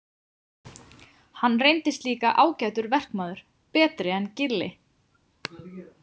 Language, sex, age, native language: Icelandic, female, 20-29, Icelandic